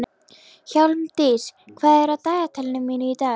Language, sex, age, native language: Icelandic, female, 11, Icelandic